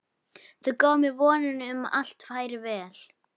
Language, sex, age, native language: Icelandic, female, 11, Icelandic